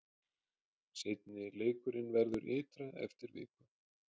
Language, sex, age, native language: Icelandic, male, 30-39, Icelandic